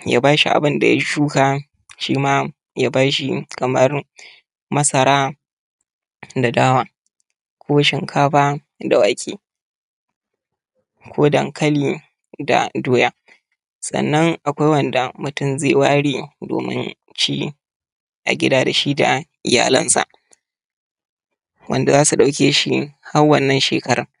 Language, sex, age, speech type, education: Hausa, male, 30-45, spontaneous, tertiary